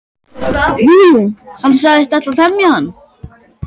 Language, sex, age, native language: Icelandic, male, 12, Icelandic